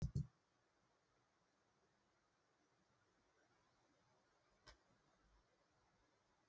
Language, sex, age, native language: Icelandic, female, 40-49, Icelandic